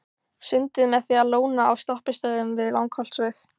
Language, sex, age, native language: Icelandic, female, 15, Icelandic